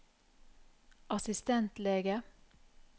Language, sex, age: Norwegian, female, 44